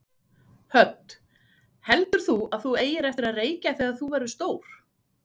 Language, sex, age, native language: Icelandic, female, 40-49, Icelandic